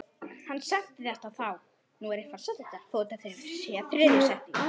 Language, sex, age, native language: Icelandic, male, 9, Icelandic